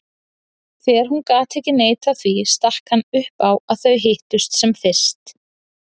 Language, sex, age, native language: Icelandic, female, 30-39, Icelandic